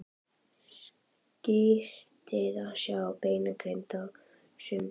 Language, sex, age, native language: Icelandic, female, 11, Icelandic